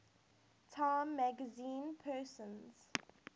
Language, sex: English, female